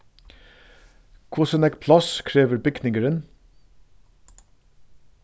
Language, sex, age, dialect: Faroese, male, 36-60, Suðurstreymoy